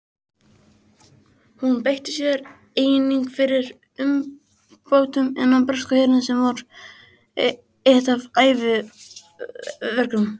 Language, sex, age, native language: Icelandic, male, 20-29, Icelandic